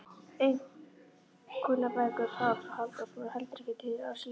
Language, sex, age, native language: Icelandic, female, 11, Icelandic